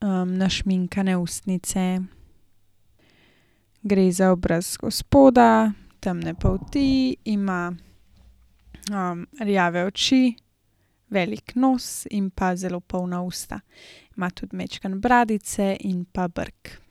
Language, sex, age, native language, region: Slovenian, female, 18-29, Slovenian, Gorenjska region